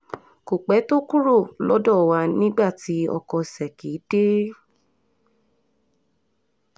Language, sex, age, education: Yoruba, female, 15-29, tertiary